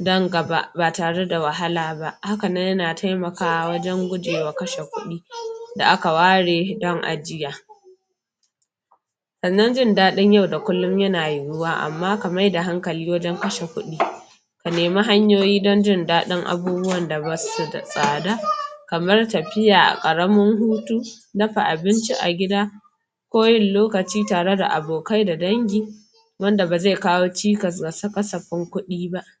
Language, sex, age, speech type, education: Hausa, female, 46-60, spontaneous, tertiary